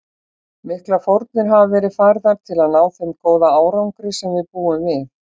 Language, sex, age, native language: Icelandic, female, 60-69, Icelandic